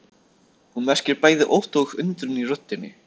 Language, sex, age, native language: Icelandic, male, 13, Icelandic